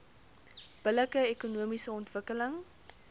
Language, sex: Afrikaans, female